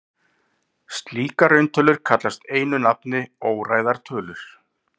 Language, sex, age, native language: Icelandic, male, 40-49, Icelandic